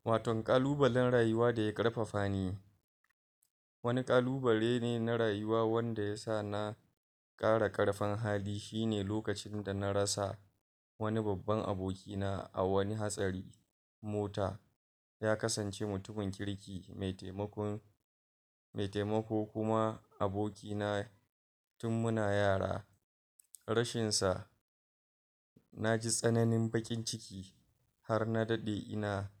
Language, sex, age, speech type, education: Hausa, male, 46-60, spontaneous, tertiary